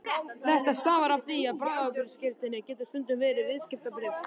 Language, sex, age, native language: Icelandic, male, 13, Icelandic